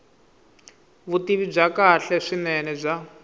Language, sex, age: Tsonga, male, 22